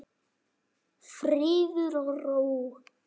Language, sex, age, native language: Icelandic, male, 9, Icelandic